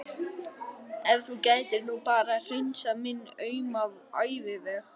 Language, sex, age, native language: Icelandic, male, 11, Icelandic